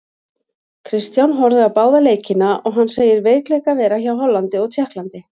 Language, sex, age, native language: Icelandic, female, 40-49, Icelandic